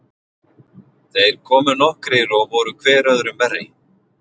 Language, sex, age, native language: Icelandic, male, 40-49, Icelandic